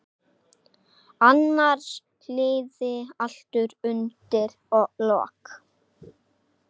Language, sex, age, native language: Icelandic, male, 8, Icelandic